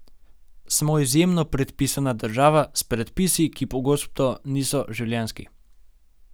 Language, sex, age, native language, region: Slovenian, male, 18-29, Slovenian, Gorenjska region